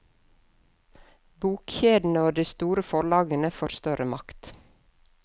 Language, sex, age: Norwegian, female, 52